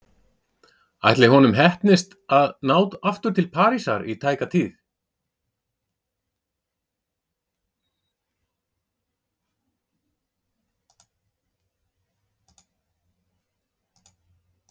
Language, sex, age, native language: Icelandic, male, 40-49, Icelandic